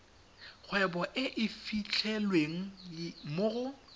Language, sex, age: Tswana, male, 21